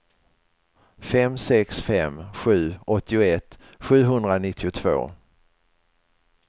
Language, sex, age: Swedish, male, 61